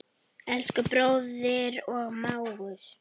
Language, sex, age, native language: Icelandic, female, 8, Icelandic